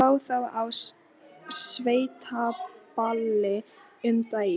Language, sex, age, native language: Icelandic, female, 13, Icelandic